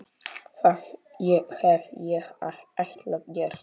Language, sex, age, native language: Icelandic, male, 8, Polish